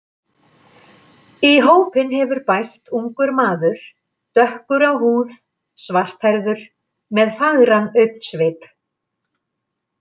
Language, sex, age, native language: Icelandic, female, 50-59, Icelandic